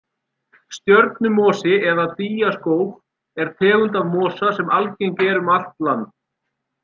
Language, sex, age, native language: Icelandic, male, 40-49, Icelandic